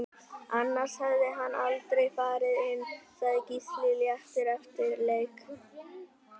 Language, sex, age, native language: Icelandic, male, 18-19, Icelandic